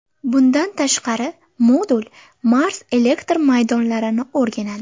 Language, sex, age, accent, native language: Uzbek, female, under 19, Sirdaryo, Uzbek